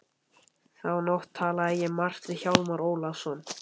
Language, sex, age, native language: Icelandic, male, 11, Icelandic